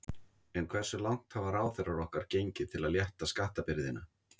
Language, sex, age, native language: Icelandic, male, 50-59, Icelandic